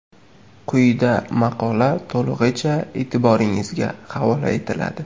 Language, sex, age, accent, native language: Uzbek, male, 18-24, Qashqadaryo, Uzbek